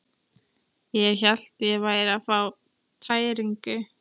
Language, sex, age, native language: Icelandic, female, 13, Icelandic